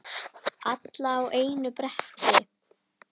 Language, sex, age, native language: Icelandic, female, 10, Icelandic